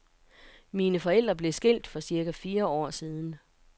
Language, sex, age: Danish, female, 42